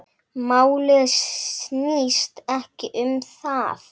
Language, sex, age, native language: Icelandic, female, 9, Icelandic